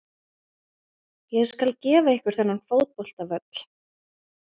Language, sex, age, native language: Icelandic, female, 20-29, Icelandic